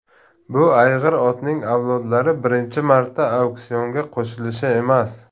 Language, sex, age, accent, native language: Uzbek, male, 30-39, Namangan, Tajik